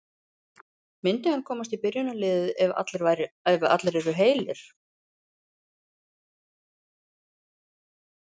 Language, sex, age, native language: Icelandic, female, 50-59, Icelandic